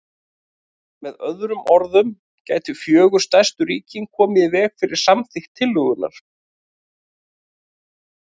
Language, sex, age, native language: Icelandic, male, 30-39, Icelandic